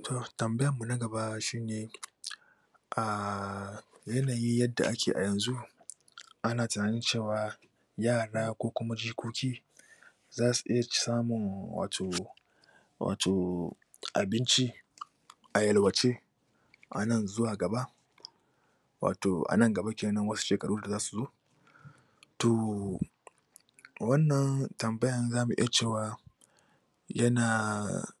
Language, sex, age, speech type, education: Hausa, male, 15-29, spontaneous, tertiary